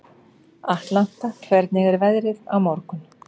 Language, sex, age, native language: Icelandic, female, 50-59, Icelandic